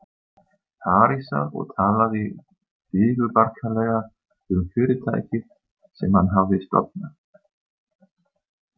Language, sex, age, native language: Icelandic, male, 30-39, German